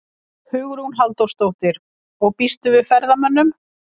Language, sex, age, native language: Icelandic, female, 50-59, Icelandic